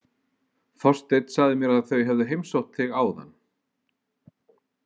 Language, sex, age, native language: Icelandic, male, 40-49, Icelandic